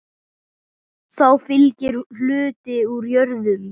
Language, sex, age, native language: Icelandic, male, 9, Icelandic